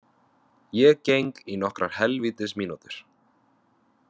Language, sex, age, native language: Icelandic, male, 20-29, Vietnamese